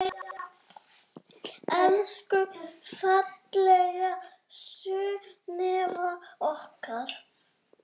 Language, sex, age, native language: Icelandic, male, 6, Icelandic